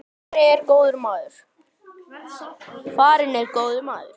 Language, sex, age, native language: Icelandic, male, 9, Icelandic